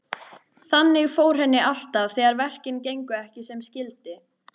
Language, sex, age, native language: Icelandic, female, 13, Icelandic